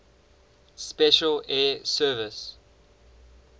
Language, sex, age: English, male, 19